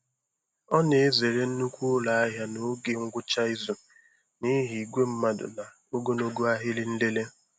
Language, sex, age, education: Igbo, male, 15-29, tertiary